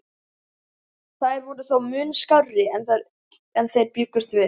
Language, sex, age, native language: Icelandic, male, 11, Icelandic